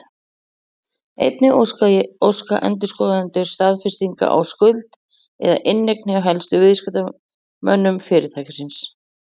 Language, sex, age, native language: Icelandic, female, 40-49, Icelandic